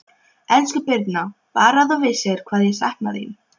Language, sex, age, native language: Icelandic, female, 12, Polish